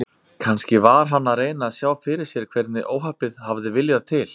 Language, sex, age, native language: Icelandic, male, 30-39, Icelandic